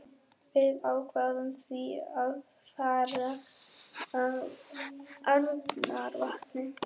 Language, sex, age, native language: Icelandic, female, 11, German